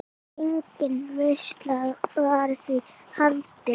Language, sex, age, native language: Icelandic, female, 8, Icelandic